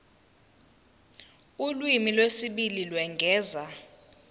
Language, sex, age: Zulu, female, 19